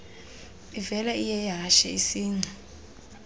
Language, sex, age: Xhosa, female, 24